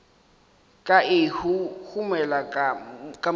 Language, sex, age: Northern Sotho, male, 18